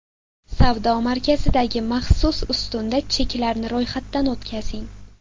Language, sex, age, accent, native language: Uzbek, female, 18-24, Sirdaryo, Uzbek